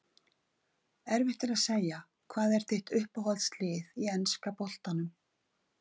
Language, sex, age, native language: Icelandic, female, 50-59, Icelandic